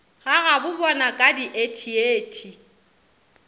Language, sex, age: Northern Sotho, female, 27